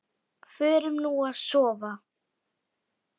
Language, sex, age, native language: Icelandic, male, 8, Icelandic